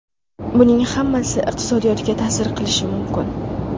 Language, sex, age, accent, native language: Uzbek, female, under 19, Samarqand, Uzbek